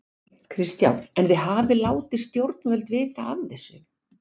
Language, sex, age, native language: Icelandic, female, 60-69, Icelandic